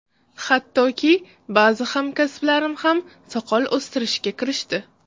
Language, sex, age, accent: Uzbek, female, 35+, Toshkent shahri